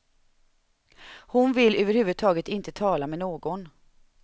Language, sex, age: Swedish, female, 31